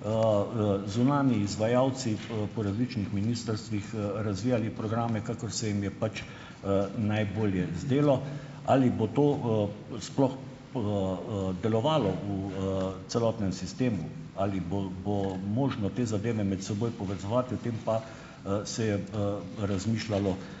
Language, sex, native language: Slovenian, male, Slovenian